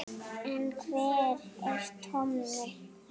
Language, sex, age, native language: Icelandic, female, 7, Icelandic